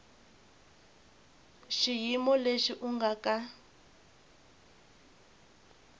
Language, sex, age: Tsonga, female, 20